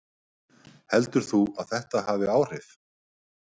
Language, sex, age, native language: Icelandic, male, 50-59, Icelandic